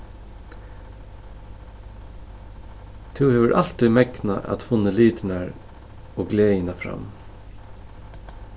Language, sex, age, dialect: Faroese, male, 36-60, Suðurstreymoy